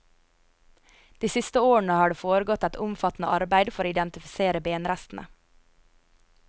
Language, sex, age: Norwegian, female, 22